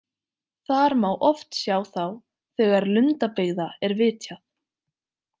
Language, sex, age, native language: Icelandic, female, 20-29, Icelandic